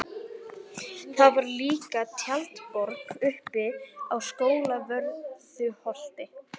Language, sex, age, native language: Icelandic, female, 11, Icelandic